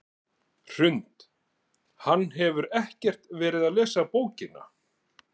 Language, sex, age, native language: Icelandic, male, 40-49, Icelandic